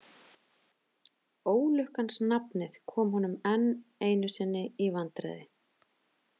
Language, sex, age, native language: Icelandic, female, 30-39, Icelandic